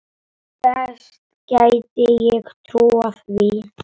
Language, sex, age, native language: Icelandic, male, 8, Icelandic